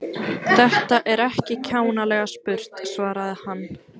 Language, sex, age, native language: Icelandic, female, 14, Icelandic